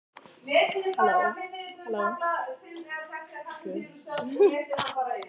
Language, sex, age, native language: Icelandic, female, 13, Icelandic